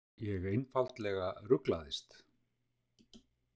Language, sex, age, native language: Icelandic, male, 60-69, Icelandic